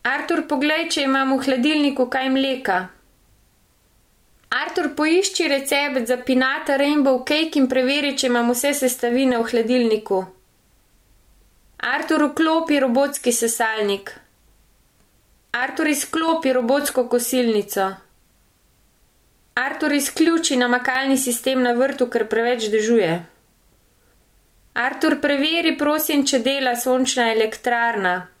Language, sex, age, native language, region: Slovenian, female, 30-49, Slovenian, Gorenjska region